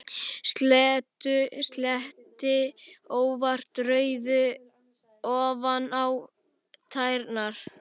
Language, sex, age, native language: Icelandic, male, 11, Icelandic